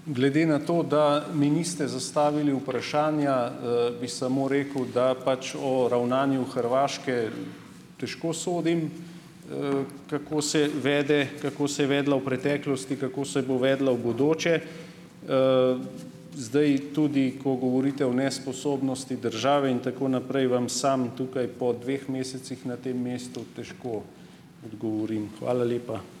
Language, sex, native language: Slovenian, male, Slovenian